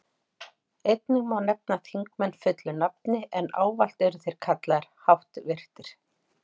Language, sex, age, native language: Icelandic, female, 40-49, Icelandic